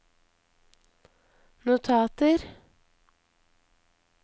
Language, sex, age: Norwegian, female, 23